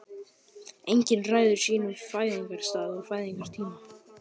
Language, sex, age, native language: Icelandic, male, 11, Icelandic